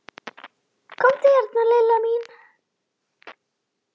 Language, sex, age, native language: Icelandic, female, 9, Icelandic